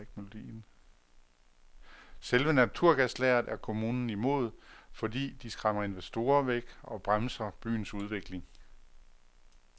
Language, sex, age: Danish, male, 48